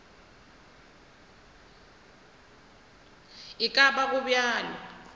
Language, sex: Northern Sotho, female